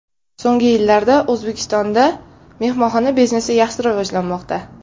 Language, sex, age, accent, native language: Uzbek, female, 18-24, Samarqand, Uzbek